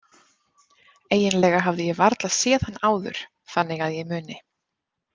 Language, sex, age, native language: Icelandic, female, 30-39, Icelandic